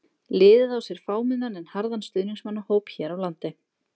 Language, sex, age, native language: Icelandic, female, 20-29, Icelandic